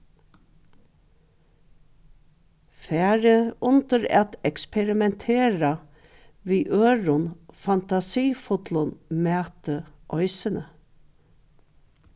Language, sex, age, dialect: Faroese, female, 61+, Norðuroyggjar